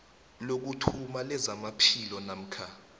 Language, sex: South Ndebele, male